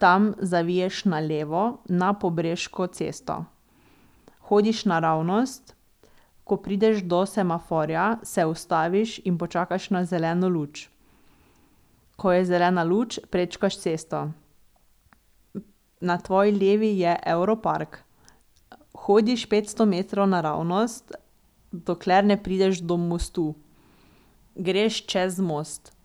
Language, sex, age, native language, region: Slovenian, female, 18-29, Slovenian, Drava region